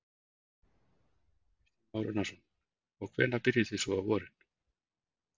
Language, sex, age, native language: Icelandic, male, 40-49, Icelandic